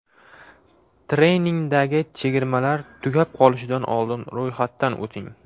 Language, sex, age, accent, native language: Uzbek, male, 18-24, Farg'ona, Uzbek